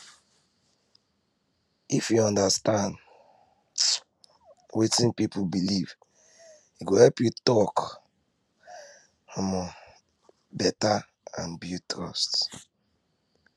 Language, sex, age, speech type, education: Nigerian Pidgin, male, 15-29, spontaneous, tertiary